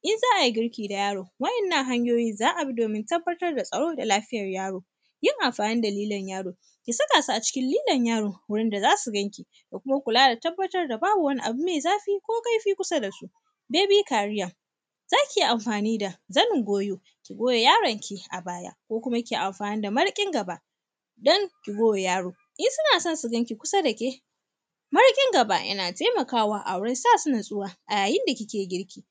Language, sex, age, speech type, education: Hausa, female, 15-29, spontaneous, tertiary